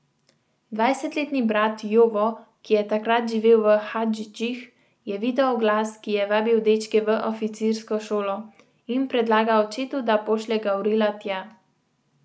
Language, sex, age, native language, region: Slovenian, female, 18-29, Slovenian, Central Slovenia